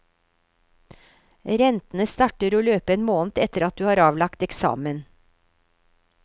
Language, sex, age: Norwegian, female, 53